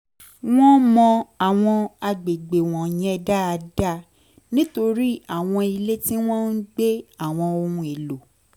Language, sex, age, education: Yoruba, female, 15-29, tertiary